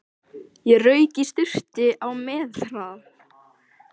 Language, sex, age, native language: Icelandic, male, 13, Icelandic